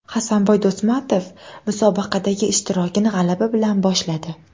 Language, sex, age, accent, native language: Uzbek, female, 18-24, Namangan, Uzbek